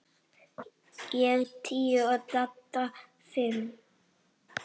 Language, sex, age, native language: Icelandic, male, 8, Icelandic